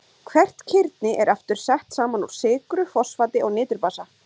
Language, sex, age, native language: Icelandic, female, 20-29, Icelandic